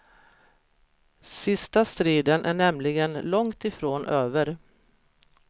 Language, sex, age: Swedish, female, 53